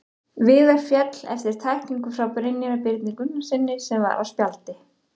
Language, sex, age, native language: Icelandic, female, 30-39, Icelandic